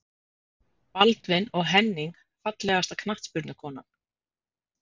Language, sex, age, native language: Icelandic, female, 50-59, Icelandic